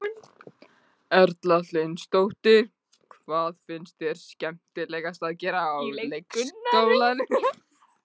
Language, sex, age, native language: Icelandic, female, 15, Icelandic